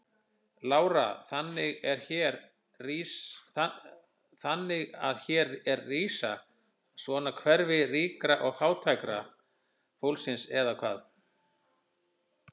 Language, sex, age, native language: Icelandic, male, 50-59, Icelandic